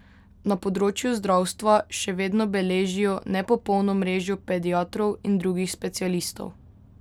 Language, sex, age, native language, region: Slovenian, female, 18-29, Slovenian, Drava region